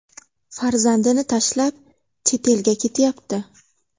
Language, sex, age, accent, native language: Uzbek, female, 18-24, Navoiy, Uzbek